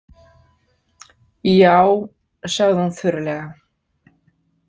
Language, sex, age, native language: Icelandic, female, 50-59, Icelandic